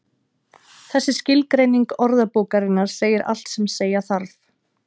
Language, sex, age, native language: Icelandic, female, 30-39, Icelandic